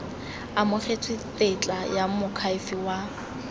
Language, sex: Tswana, female